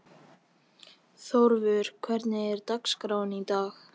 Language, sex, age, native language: Icelandic, male, 13, Icelandic